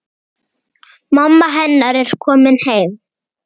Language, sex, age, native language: Icelandic, male, 8, Icelandic